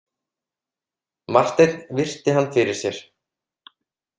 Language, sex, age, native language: Icelandic, male, 30-39, Icelandic